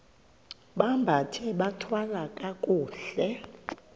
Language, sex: Xhosa, female